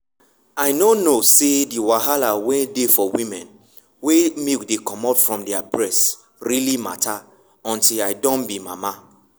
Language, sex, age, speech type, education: Nigerian Pidgin, male, 15-29, spontaneous, tertiary